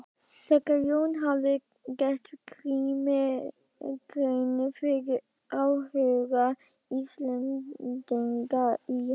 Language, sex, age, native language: Icelandic, female, 12, Icelandic